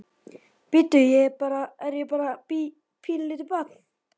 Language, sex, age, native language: Icelandic, male, 12, Icelandic